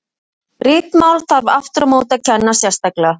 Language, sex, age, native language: Icelandic, female, 50-59, Icelandic